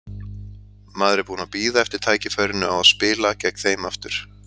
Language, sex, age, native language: Icelandic, male, 30-39, Icelandic